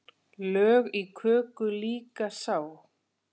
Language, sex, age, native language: Icelandic, male, 8, Icelandic